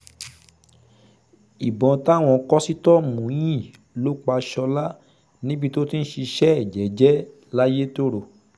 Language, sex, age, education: Yoruba, male, 30-45, secondary